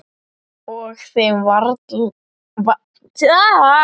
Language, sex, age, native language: Icelandic, male, 10, Icelandic